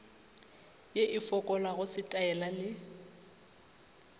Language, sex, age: Northern Sotho, female, 25